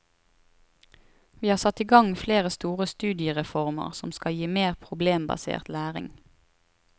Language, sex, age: Norwegian, female, 23